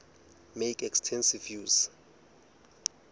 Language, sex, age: Southern Sotho, male, 20